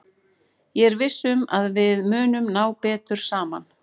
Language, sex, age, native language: Icelandic, female, 40-49, Icelandic